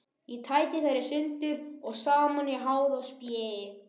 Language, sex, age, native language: Icelandic, male, 13, Icelandic